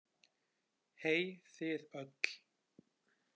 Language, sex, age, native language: Icelandic, male, 20-29, Icelandic